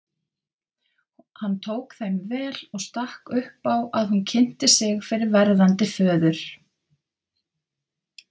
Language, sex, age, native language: Icelandic, female, 50-59, Icelandic